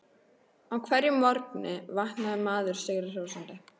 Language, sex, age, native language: Icelandic, female, 13, Icelandic